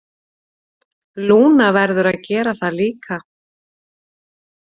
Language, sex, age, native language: Icelandic, female, 40-49, Icelandic